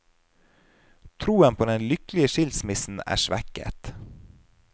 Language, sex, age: Norwegian, male, 30